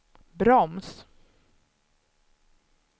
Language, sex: Swedish, male